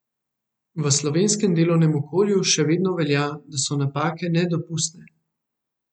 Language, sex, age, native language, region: Slovenian, male, 18-29, Slovenian, Central Slovenia